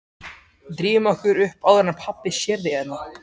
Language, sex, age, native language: Icelandic, male, 13, Icelandic